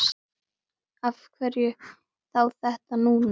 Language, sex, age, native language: Icelandic, female, 9, Icelandic